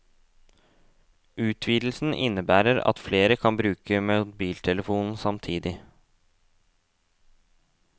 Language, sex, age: Norwegian, male, 18